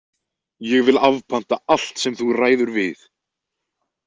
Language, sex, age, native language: Icelandic, male, 20-29, Icelandic